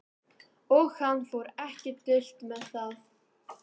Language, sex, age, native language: Icelandic, female, 18-19, Icelandic